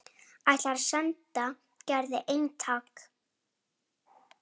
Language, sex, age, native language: Icelandic, female, 7, Icelandic